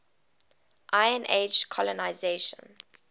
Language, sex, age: English, female, 20